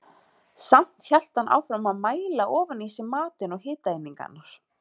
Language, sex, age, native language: Icelandic, female, 30-39, Icelandic